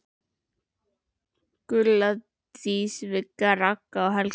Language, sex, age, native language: Icelandic, female, 11, Icelandic